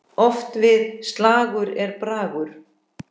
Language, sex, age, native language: Icelandic, female, 10, Icelandic